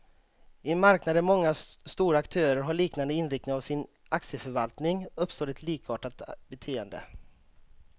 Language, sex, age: Swedish, male, 35